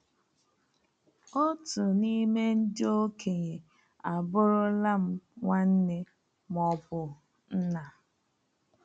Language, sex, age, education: Igbo, female, 30-45, tertiary